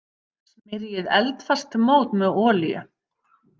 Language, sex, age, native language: Icelandic, female, 50-59, Icelandic